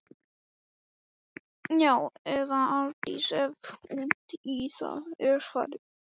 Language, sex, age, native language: Icelandic, male, 12, Icelandic